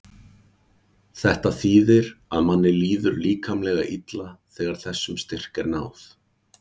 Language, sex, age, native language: Icelandic, male, 40-49, Icelandic